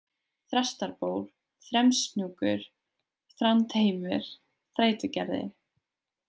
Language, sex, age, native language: Icelandic, female, 20-29, Icelandic